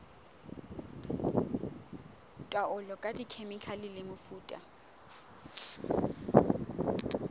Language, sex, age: Southern Sotho, female, 19